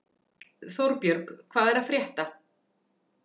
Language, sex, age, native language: Icelandic, female, 40-49, Icelandic